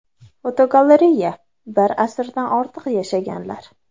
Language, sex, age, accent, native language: Uzbek, female, under 19, Andijon, Uzbek